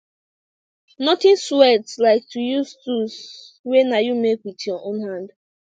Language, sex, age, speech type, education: Nigerian Pidgin, female, 15-29, spontaneous, tertiary